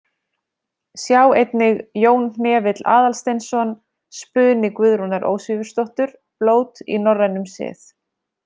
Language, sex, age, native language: Icelandic, female, 30-39, Icelandic